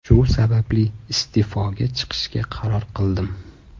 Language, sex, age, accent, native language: Uzbek, male, 25-34, Toshkent shahri, Uzbek